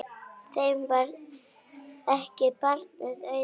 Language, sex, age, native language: Icelandic, female, 9, Icelandic